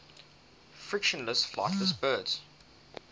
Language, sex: English, male